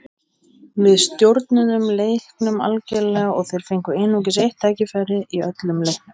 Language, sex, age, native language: Icelandic, male, 20-29, Icelandic